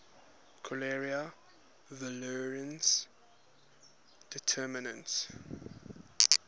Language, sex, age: English, male, 21